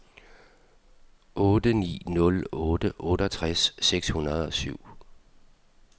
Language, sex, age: Danish, male, 52